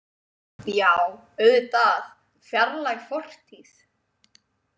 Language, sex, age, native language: Icelandic, female, 20-29, Icelandic